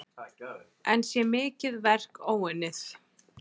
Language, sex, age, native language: Icelandic, female, 20-29, Icelandic